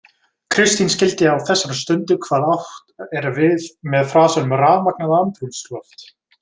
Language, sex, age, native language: Icelandic, male, 20-29, Icelandic